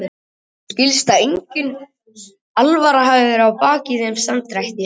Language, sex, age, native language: Icelandic, male, 18-19, Icelandic